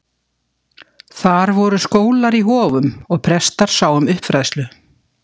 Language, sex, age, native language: Icelandic, female, 60-69, Icelandic